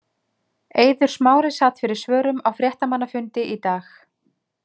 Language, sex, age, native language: Icelandic, female, 30-39, Icelandic